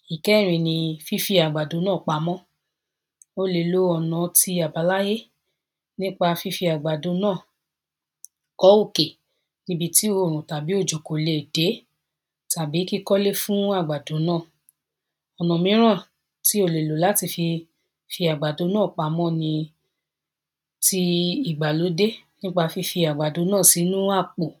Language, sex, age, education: Yoruba, female, 15-29, secondary